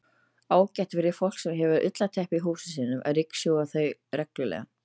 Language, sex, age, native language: Icelandic, female, 30-39, Icelandic